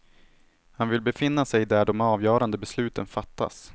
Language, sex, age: Swedish, male, 18